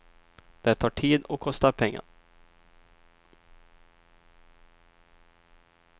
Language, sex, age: Swedish, male, 23